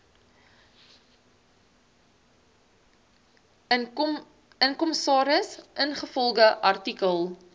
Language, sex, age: Afrikaans, female, 19